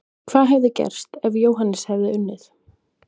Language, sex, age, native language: Icelandic, female, 20-29, Icelandic